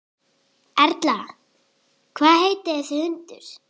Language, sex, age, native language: Icelandic, female, 8, Icelandic